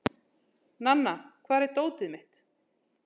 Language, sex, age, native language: Icelandic, female, 30-39, Icelandic